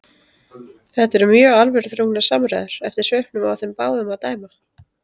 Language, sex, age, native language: Icelandic, female, 30-39, Icelandic